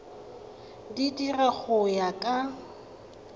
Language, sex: Tswana, female